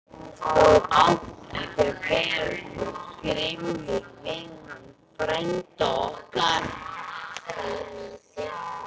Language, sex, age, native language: Icelandic, male, 11, Icelandic